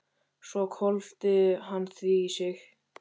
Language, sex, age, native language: Icelandic, male, 13, Icelandic